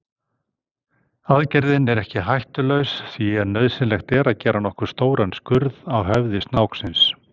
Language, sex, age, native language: Icelandic, male, 60-69, Icelandic